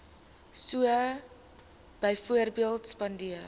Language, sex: Afrikaans, female